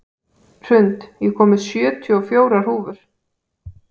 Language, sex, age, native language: Icelandic, female, 18-19, Icelandic